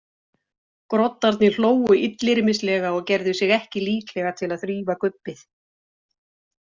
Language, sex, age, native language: Icelandic, female, 60-69, Icelandic